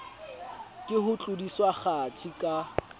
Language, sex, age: Southern Sotho, male, 20